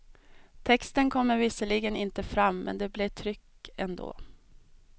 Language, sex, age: Swedish, female, 32